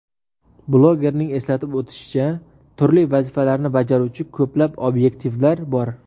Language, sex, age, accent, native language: Uzbek, male, 18-24, Surxondaryo, Uzbek